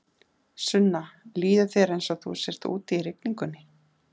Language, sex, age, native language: Icelandic, female, 30-39, Icelandic